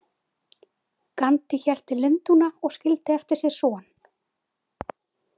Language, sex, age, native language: Icelandic, female, 20-29, Icelandic